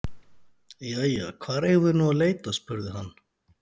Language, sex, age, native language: Icelandic, male, 40-49, Icelandic